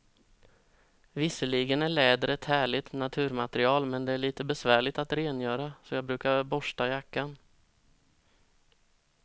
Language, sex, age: Swedish, male, 32